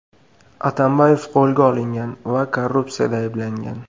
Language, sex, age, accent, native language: Uzbek, male, 18-24, Qashqadaryo, Uzbek